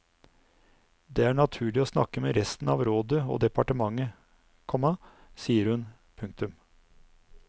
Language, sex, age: Norwegian, male, 59